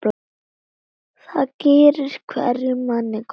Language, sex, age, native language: Icelandic, female, 9, Icelandic